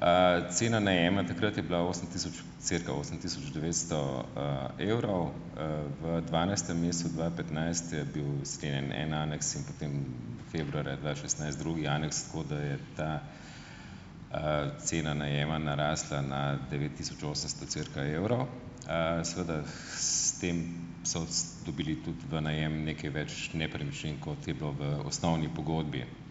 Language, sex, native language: Slovenian, male, Slovenian